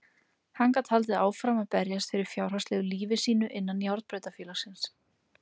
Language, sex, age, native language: Icelandic, female, 20-29, Icelandic